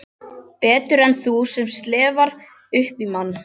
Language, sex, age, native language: Icelandic, other, 12, Icelandic